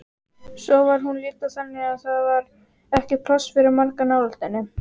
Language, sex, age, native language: Icelandic, female, 18-19, Icelandic